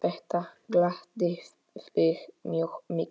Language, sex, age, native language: Icelandic, male, 8, Polish